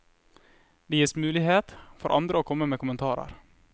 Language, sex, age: Norwegian, male, 21